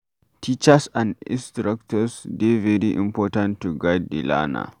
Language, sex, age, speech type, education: Nigerian Pidgin, male, 15-29, read, tertiary